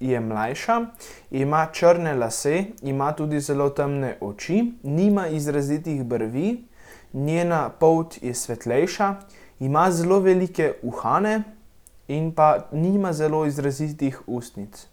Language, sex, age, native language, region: Slovenian, male, 18-29, Slovenian, Central Slovenia